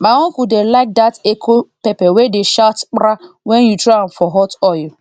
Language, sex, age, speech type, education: Nigerian Pidgin, female, 30-45, spontaneous, tertiary